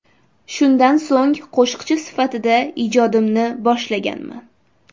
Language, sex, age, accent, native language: Uzbek, female, 18-24, Toshkent shahri, Uzbek